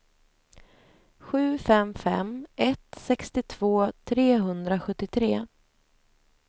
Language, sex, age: Swedish, female, 28